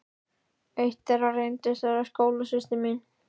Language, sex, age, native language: Icelandic, male, 13, Icelandic